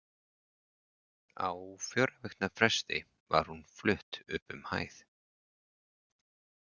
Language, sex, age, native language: Icelandic, male, 40-49, Icelandic